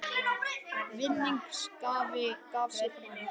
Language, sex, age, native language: Icelandic, female, 50-59, Icelandic